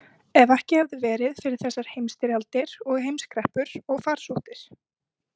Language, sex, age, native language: Icelandic, female, 20-29, Icelandic